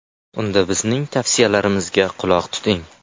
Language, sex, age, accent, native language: Uzbek, male, 19-29, Surxondaryo, Uzbek